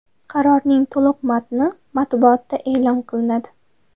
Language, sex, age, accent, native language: Uzbek, female, 12-17, Namangan, Uzbek